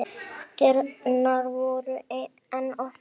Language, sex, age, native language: Icelandic, female, 8, Icelandic